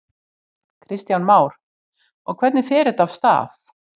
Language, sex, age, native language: Icelandic, female, 60-69, Icelandic